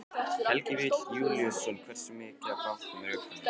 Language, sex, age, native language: Icelandic, male, 12, Icelandic